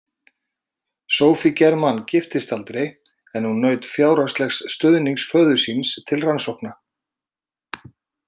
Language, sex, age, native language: Icelandic, male, 40-49, Icelandic